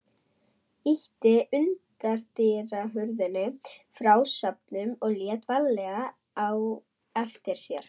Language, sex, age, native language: Icelandic, female, 11, German